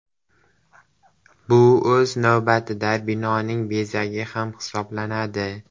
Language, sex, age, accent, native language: Uzbek, male, under 19, Jizzax, Uzbek